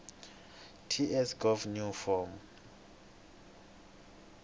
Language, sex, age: Tsonga, male, 22